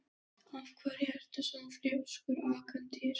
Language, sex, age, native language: Icelandic, other, 13, Danish